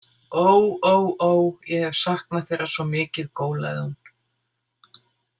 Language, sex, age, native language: Icelandic, female, 60-69, Icelandic